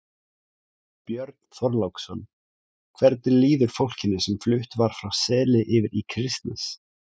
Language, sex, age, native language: Icelandic, male, 17, Icelandic